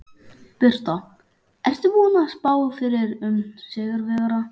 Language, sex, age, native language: Icelandic, male, 11, Icelandic